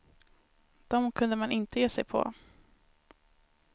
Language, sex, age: Swedish, female, 19